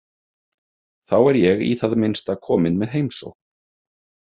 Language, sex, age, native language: Icelandic, male, 30-39, Icelandic